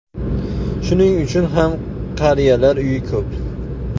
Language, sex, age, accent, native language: Uzbek, male, 25-34, Farg'ona, Uzbek